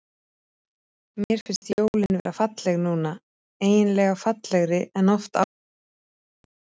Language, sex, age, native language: Icelandic, female, 30-39, Icelandic